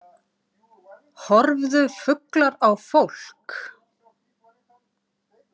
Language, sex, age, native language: Icelandic, female, 40-49, Icelandic